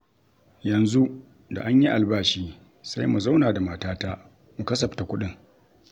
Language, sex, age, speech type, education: Hausa, male, 60+, read, tertiary